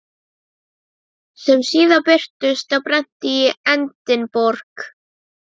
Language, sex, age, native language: Icelandic, female, 12, Icelandic